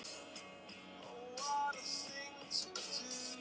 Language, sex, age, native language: Icelandic, male, 16, Icelandic